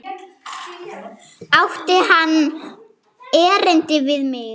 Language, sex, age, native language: Icelandic, female, 7, German